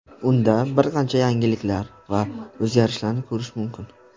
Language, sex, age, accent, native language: Uzbek, male, 19-29, Farg'ona, Uzbek